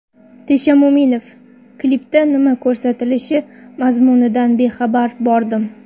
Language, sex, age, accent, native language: Uzbek, female, 19-29, Toshkent viloyati, Uzbek